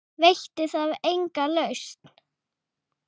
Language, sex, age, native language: Icelandic, female, 8, Icelandic